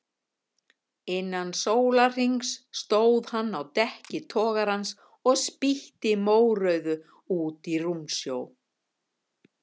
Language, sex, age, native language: Icelandic, female, 50-59, Icelandic